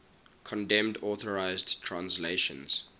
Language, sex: English, male